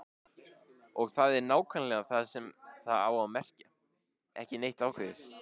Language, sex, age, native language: Icelandic, male, 16, Icelandic